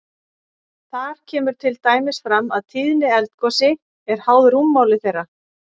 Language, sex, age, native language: Icelandic, female, 40-49, Icelandic